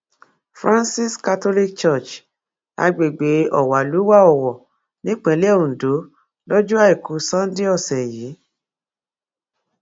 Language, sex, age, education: Yoruba, female, 46-60, tertiary